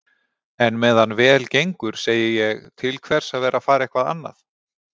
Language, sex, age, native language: Icelandic, male, 40-49, Icelandic